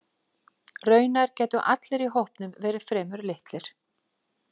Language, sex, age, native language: Icelandic, female, 40-49, Icelandic